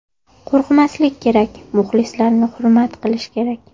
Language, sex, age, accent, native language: Uzbek, female, 18-24, Andijon, Uzbek